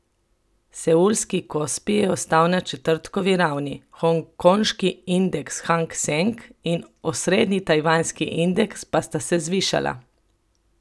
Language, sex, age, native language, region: Slovenian, female, 30-49, Slovenian, Coastal Karst region